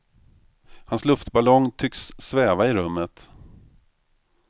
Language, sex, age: Swedish, male, 45